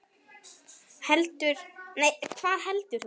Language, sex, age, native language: Icelandic, female, 8, Icelandic